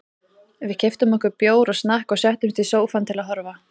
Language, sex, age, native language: Icelandic, female, 30-39, Icelandic